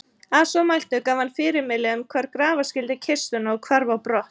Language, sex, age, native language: Icelandic, female, 30-39, Icelandic